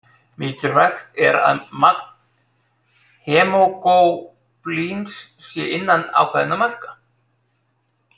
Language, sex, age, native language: Icelandic, male, 30-39, Icelandic